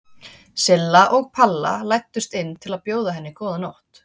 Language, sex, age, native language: Icelandic, female, 30-39, Icelandic